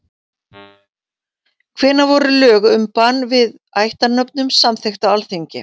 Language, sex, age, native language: Icelandic, female, 40-49, Icelandic